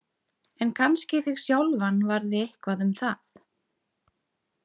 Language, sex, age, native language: Icelandic, female, 30-39, Icelandic